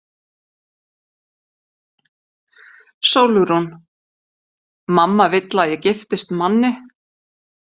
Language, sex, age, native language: Icelandic, female, 50-59, Icelandic